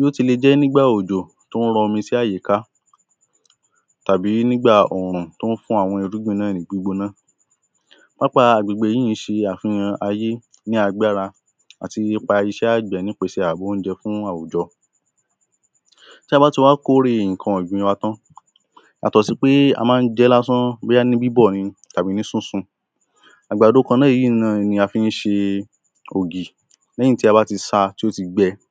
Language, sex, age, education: Yoruba, male, 15-29, primary